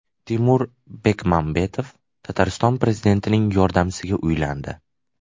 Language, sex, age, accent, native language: Uzbek, male, 18-24, Farg'ona, Uzbek